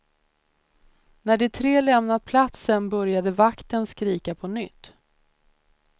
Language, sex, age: Swedish, female, 30